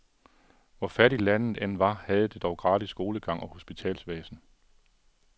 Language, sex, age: Danish, male, 42